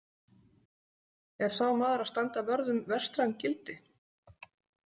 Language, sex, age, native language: Icelandic, female, 40-49, Icelandic